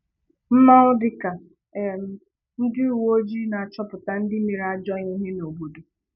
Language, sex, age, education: Igbo, female, 15-29, tertiary